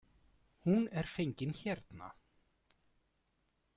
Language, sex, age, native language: Icelandic, male, 40-49, Icelandic